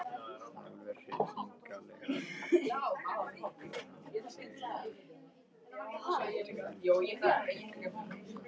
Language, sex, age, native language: Icelandic, male, 13, Icelandic